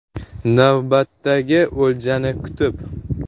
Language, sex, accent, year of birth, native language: Uzbek, male, Jizzax, 2004, Uzbek